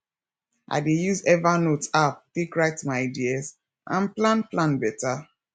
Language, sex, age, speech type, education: Nigerian Pidgin, female, 15-29, spontaneous, tertiary